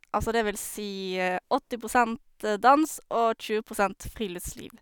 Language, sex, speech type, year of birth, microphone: Norwegian, female, spontaneous, 1991, Sennheiser